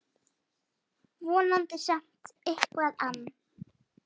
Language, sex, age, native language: Icelandic, female, 50-59, Icelandic